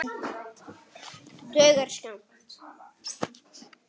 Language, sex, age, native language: Icelandic, male, 9, Icelandic